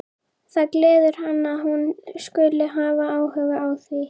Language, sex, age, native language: Icelandic, female, 11, Icelandic